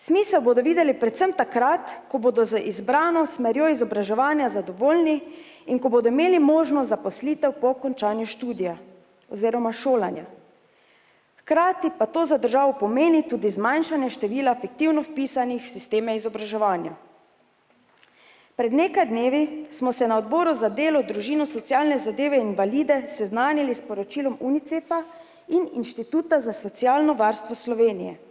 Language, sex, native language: Slovenian, female, Slovenian